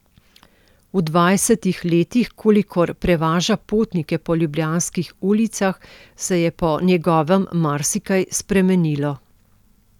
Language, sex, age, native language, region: Slovenian, female, 50-59, Slovenian, Central Slovenia